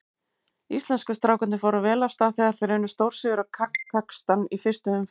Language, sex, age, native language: Icelandic, female, 18-19, Icelandic